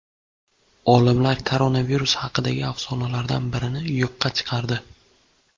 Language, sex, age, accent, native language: Uzbek, male, 18-24, Buxoro, Uzbek